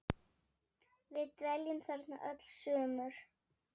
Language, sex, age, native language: Icelandic, female, 7, Icelandic